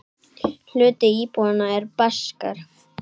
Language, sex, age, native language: Icelandic, male, 8, Icelandic